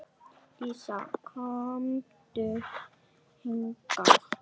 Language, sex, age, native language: Icelandic, female, 8, Icelandic